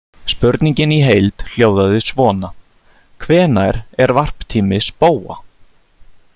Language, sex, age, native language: Icelandic, male, 30-39, Icelandic